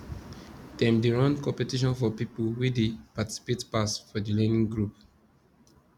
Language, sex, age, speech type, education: Nigerian Pidgin, male, 15-29, spontaneous, secondary